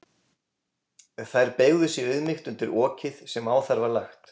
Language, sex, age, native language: Icelandic, male, 20-29, Icelandic